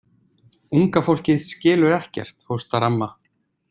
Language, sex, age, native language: Icelandic, male, 20-29, Icelandic